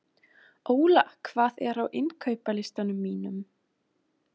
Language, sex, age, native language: Icelandic, female, 20-29, German